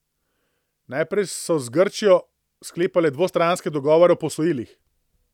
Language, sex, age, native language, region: Slovenian, male, 30-49, Slovenian, Central Slovenia